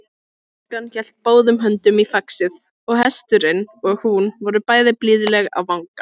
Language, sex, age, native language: Icelandic, female, 18-19, Icelandic